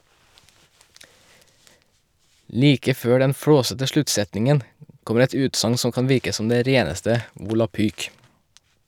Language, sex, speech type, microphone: Norwegian, male, read, Shure